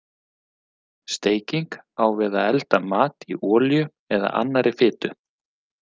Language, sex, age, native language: Icelandic, male, 40-49, Icelandic